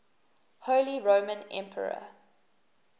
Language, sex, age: English, female, 19